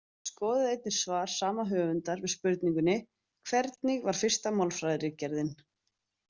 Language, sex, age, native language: Icelandic, female, 30-39, Icelandic